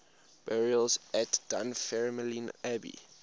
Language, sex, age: English, male, 21